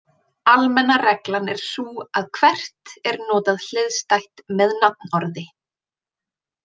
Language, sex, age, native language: Icelandic, female, 20-29, Icelandic